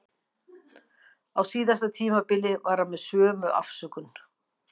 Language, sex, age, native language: Icelandic, female, 50-59, Icelandic